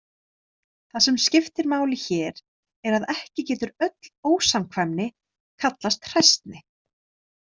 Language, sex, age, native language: Icelandic, female, 30-39, Icelandic